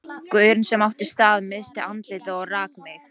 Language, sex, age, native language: Icelandic, female, 18-19, Polish